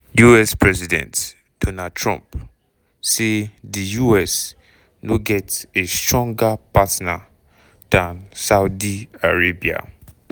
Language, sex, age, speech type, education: Nigerian Pidgin, male, 15-29, spontaneous, tertiary